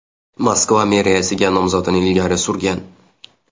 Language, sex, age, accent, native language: Uzbek, male, 19-29, Xorazm, Uzbek